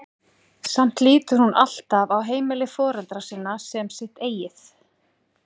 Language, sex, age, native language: Icelandic, female, 40-49, Icelandic